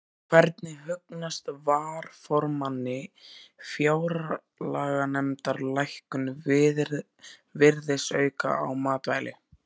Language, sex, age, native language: Icelandic, male, 14, Icelandic